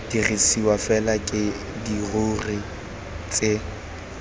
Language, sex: Tswana, male